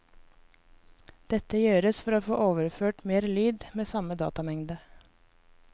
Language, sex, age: Norwegian, female, 24